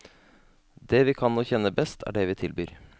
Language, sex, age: Norwegian, male, 32